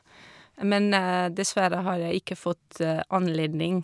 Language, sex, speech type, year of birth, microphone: Norwegian, female, spontaneous, 1978, Shure